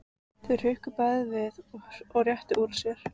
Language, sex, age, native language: Icelandic, female, 14, Icelandic